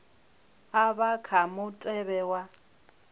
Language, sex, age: Venda, female, 21